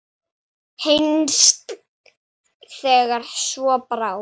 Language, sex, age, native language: Icelandic, female, 8, Icelandic